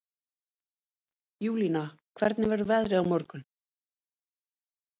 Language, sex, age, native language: Icelandic, female, 50-59, Icelandic